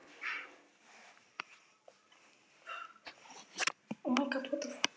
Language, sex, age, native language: Icelandic, female, 11, Icelandic